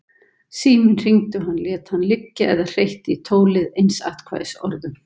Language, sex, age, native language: Icelandic, female, 70-79, Icelandic